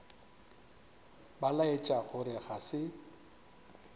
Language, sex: Northern Sotho, male